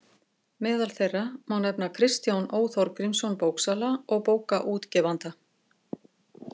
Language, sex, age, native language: Icelandic, female, 50-59, Icelandic